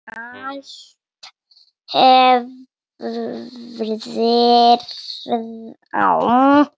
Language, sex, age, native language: Icelandic, female, 7, Icelandic